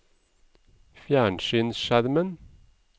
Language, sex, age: Norwegian, male, 37